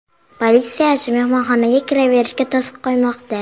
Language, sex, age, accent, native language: Uzbek, male, 12-17, Qoraqalpog'iston, Uzbek